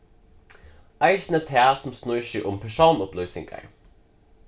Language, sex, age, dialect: Faroese, male, 15-35, Suðurstreymoy